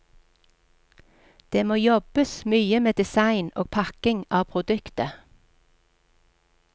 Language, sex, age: Norwegian, female, 46